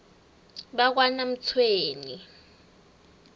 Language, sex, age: South Ndebele, female, 19